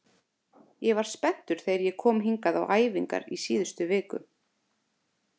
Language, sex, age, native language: Icelandic, female, 30-39, Icelandic